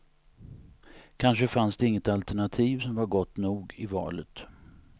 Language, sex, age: Swedish, male, 59